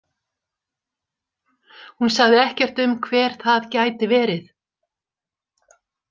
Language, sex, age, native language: Icelandic, female, 60-69, Icelandic